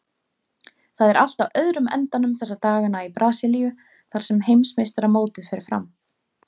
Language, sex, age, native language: Icelandic, female, 30-39, Icelandic